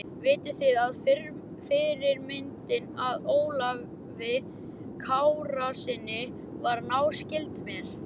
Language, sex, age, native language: Icelandic, male, 11, Icelandic